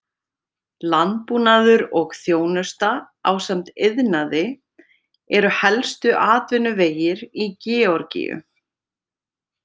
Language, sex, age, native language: Icelandic, female, 30-39, Icelandic